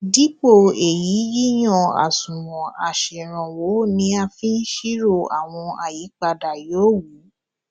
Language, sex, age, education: Yoruba, female, 15-29, tertiary